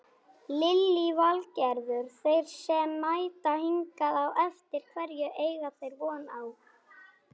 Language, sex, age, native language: Icelandic, female, 18-19, Icelandic